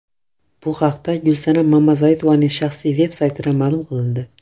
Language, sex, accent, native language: Uzbek, male, Surxondaryo, Russian